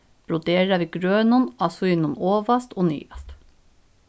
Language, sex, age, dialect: Faroese, female, 15-35, Norðuroyggjar